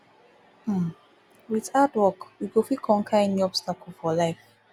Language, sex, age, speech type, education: Nigerian Pidgin, female, 15-29, spontaneous, tertiary